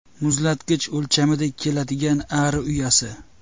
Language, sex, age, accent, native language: Uzbek, male, 25-34, Jizzax, Uzbek